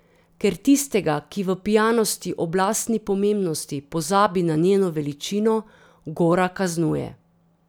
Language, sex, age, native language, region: Slovenian, female, 30-49, Slovenian, Drava region